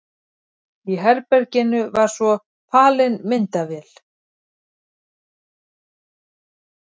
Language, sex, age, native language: Icelandic, female, 50-59, Icelandic